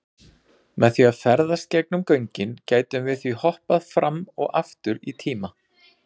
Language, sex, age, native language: Icelandic, male, 40-49, Icelandic